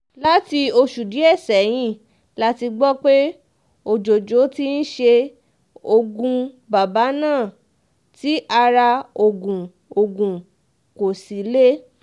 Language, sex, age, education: Yoruba, female, 15-29, tertiary